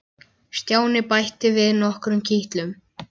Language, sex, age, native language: Icelandic, male, 10, Icelandic